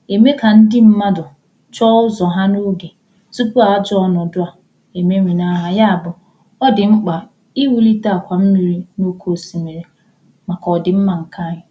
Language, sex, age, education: Igbo, female, 15-29, tertiary